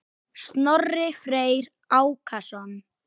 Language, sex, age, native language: Icelandic, female, 10, Icelandic